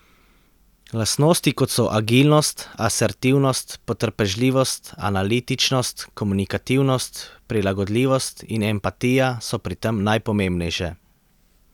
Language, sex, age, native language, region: Slovenian, male, 30-49, Slovenian, Central Slovenia